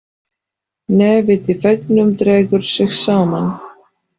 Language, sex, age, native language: Icelandic, female, 40-49, Polish